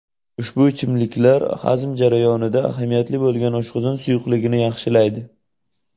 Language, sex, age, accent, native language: Uzbek, male, 18-24, Jizzax, Uzbek